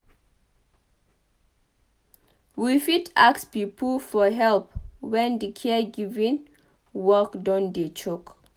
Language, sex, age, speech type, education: Nigerian Pidgin, female, 15-29, read, tertiary